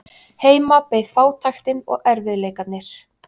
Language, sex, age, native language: Icelandic, female, 30-39, Icelandic